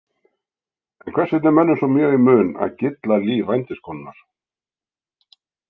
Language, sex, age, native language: Icelandic, male, 60-69, Icelandic